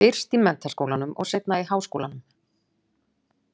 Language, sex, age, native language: Icelandic, female, 40-49, Icelandic